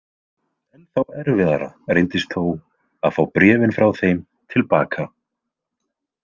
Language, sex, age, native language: Icelandic, male, 20-29, Icelandic